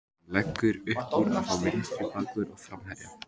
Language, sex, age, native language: Icelandic, male, 18-19, Icelandic